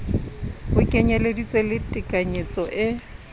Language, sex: Southern Sotho, female